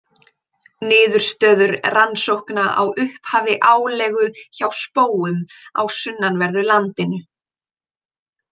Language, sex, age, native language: Icelandic, female, 20-29, Icelandic